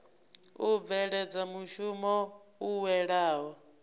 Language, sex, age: Venda, female, 24